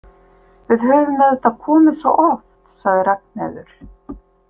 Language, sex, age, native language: Icelandic, female, 50-59, Icelandic